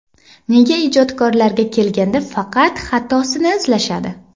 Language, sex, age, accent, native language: Uzbek, female, 18-24, Jizzax, Uzbek